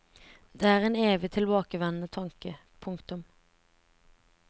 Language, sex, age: Norwegian, female, 17